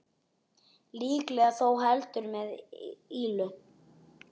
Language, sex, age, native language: Icelandic, male, 9, Icelandic